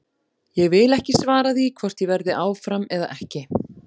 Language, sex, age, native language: Icelandic, female, 40-49, Icelandic